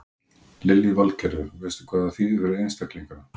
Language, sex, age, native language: Icelandic, male, 40-49, Icelandic